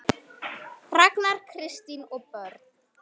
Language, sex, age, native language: Icelandic, female, 9, Icelandic